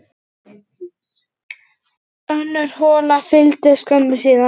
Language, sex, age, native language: Icelandic, male, 8, Icelandic